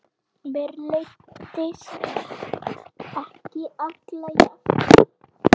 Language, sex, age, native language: Icelandic, female, 8, Icelandic